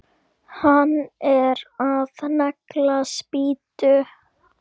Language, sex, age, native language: Icelandic, female, 8, Icelandic